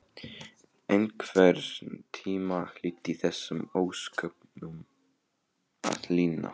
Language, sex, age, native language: Icelandic, male, 15, Polish